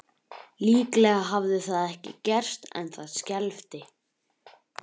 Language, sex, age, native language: Icelandic, male, 11, Icelandic